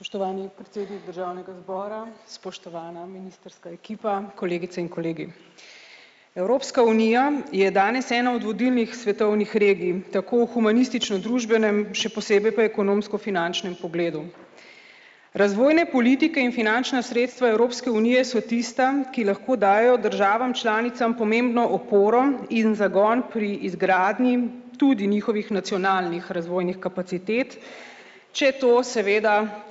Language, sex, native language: Slovenian, female, Slovenian